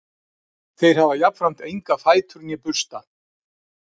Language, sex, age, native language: Icelandic, male, 60-69, Icelandic